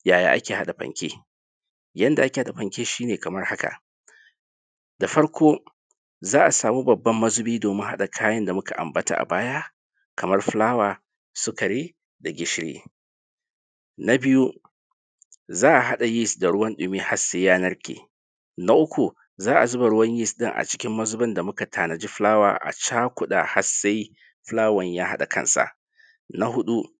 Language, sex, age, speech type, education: Hausa, male, 30-45, spontaneous, tertiary